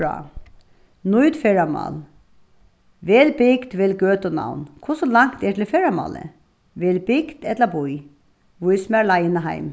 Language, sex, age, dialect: Faroese, female, 36-60, Suðuroy